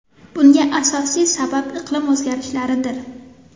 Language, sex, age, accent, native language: Uzbek, female, 19-29, Toshkent shahri, Uzbek